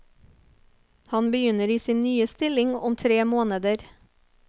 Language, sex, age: Norwegian, female, 30